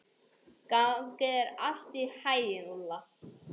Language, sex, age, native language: Icelandic, male, 18-19, English